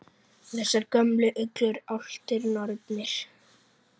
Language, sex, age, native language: Icelandic, male, 9, Icelandic